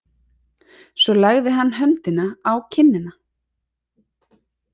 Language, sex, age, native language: Icelandic, female, 30-39, Icelandic